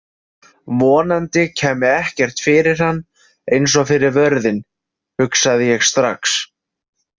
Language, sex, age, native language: Icelandic, male, 20-29, Icelandic